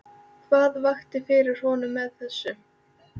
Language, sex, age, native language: Icelandic, female, 13, Icelandic